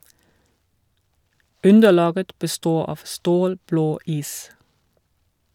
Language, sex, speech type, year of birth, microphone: Norwegian, female, read, 1979, Shure